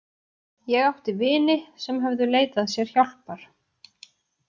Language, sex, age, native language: Icelandic, female, 30-39, Icelandic